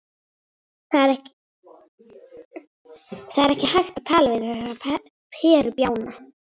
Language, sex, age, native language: Icelandic, female, 40-49, Icelandic